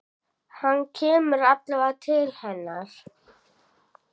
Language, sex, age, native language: Icelandic, female, 9, Icelandic